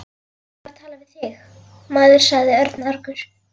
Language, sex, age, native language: Icelandic, female, 11, Icelandic